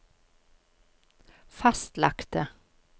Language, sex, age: Norwegian, female, 53